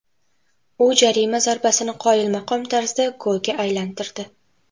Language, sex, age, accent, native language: Uzbek, female, 12-17, Toshkent viloyati, Uzbek